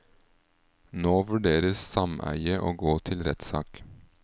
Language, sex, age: Norwegian, male, 38